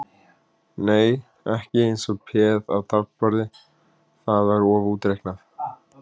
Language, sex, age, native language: Icelandic, male, 30-39, Icelandic